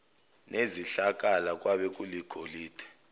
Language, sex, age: Zulu, male, 29